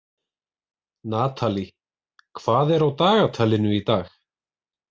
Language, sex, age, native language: Icelandic, male, 20-29, Icelandic